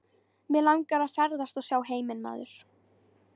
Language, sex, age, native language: Icelandic, female, 13, Icelandic